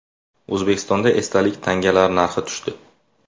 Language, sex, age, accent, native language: Uzbek, male, 18-24, Samarqand, Uzbek